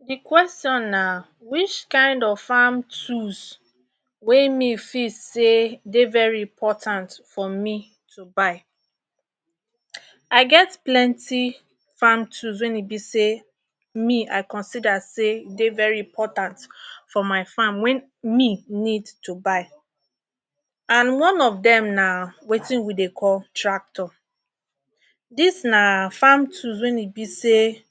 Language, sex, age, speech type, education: Nigerian Pidgin, female, 30-45, spontaneous, tertiary